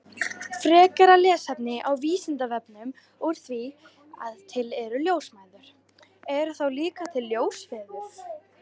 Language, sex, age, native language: Icelandic, female, 18-19, Icelandic